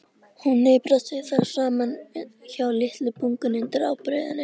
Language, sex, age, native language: Icelandic, female, 13, Icelandic